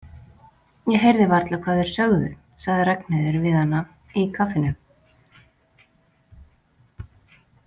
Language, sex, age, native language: Icelandic, female, 40-49, Icelandic